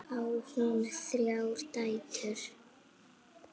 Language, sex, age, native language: Icelandic, female, 8, Icelandic